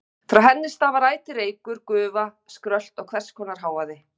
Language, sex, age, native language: Icelandic, female, 50-59, Icelandic